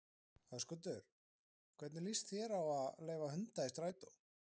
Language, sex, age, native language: Icelandic, male, 20-29, Icelandic